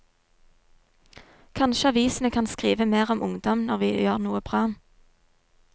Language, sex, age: Norwegian, female, 22